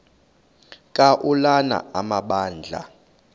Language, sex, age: Xhosa, male, 31